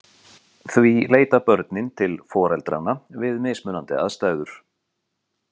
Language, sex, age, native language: Icelandic, male, 40-49, Icelandic